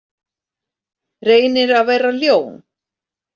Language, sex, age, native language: Icelandic, female, 40-49, Icelandic